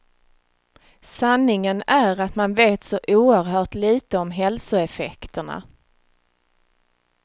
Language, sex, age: Swedish, female, 36